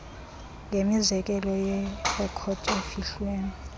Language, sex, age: Xhosa, female, 32